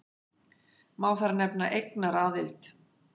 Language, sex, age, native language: Icelandic, female, 50-59, Icelandic